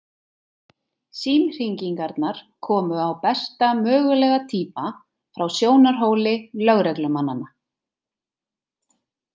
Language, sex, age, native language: Icelandic, female, 30-39, Icelandic